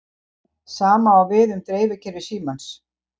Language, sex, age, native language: Icelandic, female, 60-69, Icelandic